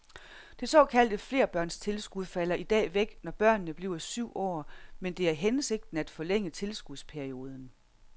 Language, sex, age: Danish, female, 46